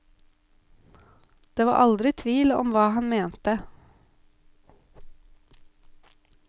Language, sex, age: Norwegian, female, 32